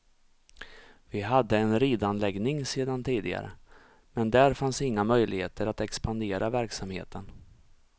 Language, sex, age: Swedish, male, 34